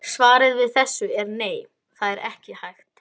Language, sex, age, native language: Icelandic, male, 18-19, Icelandic